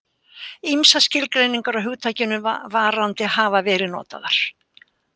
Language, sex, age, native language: Icelandic, female, 80-89, Icelandic